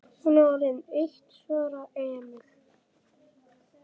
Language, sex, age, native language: Icelandic, male, 11, Icelandic